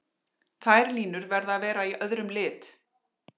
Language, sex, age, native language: Icelandic, female, 40-49, Icelandic